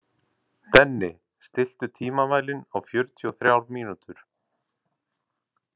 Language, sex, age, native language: Icelandic, male, 40-49, Icelandic